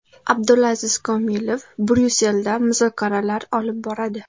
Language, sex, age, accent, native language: Uzbek, female, 12-17, Qashqadaryo, Uzbek